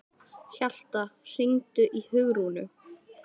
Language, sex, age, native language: Icelandic, female, 11, Icelandic